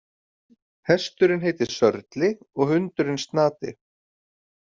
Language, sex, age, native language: Icelandic, male, 40-49, Icelandic